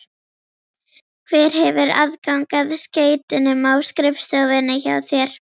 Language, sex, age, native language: Icelandic, female, 11, Icelandic